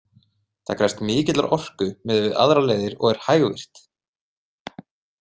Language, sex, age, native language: Icelandic, male, 30-39, Icelandic